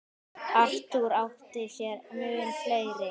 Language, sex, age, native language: Icelandic, male, 10, Icelandic